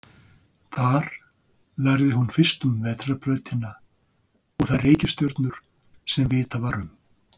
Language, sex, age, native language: Icelandic, male, 60-69, Icelandic